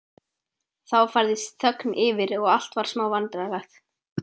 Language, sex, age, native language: Icelandic, male, 12, Icelandic